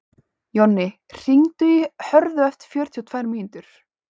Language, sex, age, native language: Icelandic, female, 18-19, Icelandic